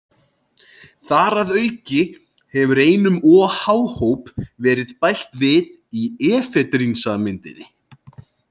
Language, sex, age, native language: Icelandic, male, 20-29, Icelandic